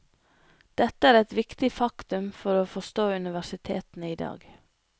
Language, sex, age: Norwegian, female, 25